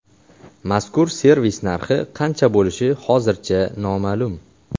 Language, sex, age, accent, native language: Uzbek, male, 18-24, Xorazm, Uzbek